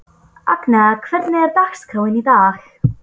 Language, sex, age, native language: Icelandic, female, 12, Polish